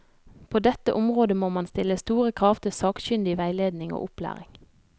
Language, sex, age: Norwegian, female, 32